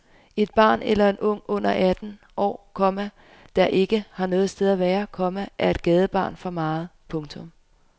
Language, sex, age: Danish, female, 25